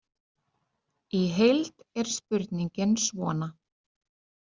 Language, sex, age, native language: Icelandic, female, 30-39, Icelandic